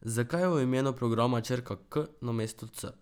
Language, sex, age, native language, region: Slovenian, male, 12-17, Slovenian, Drava region